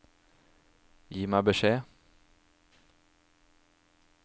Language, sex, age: Norwegian, male, 27